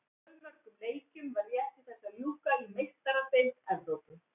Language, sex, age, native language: Icelandic, female, 60-69, Icelandic